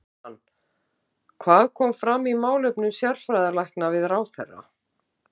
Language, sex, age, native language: Icelandic, female, 50-59, Icelandic